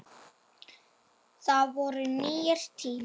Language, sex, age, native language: Icelandic, male, 7, Icelandic